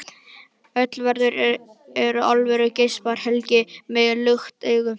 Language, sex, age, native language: Icelandic, male, 11, Icelandic